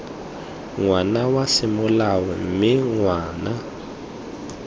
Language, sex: Tswana, male